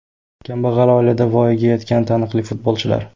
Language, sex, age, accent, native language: Uzbek, male, 18-24, Toshkent viloyati, Uzbek